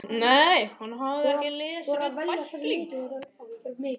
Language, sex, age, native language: Icelandic, male, 12, Icelandic